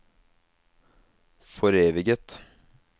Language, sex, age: Norwegian, male, 27